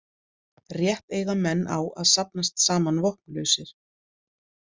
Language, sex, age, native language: Icelandic, female, 40-49, Icelandic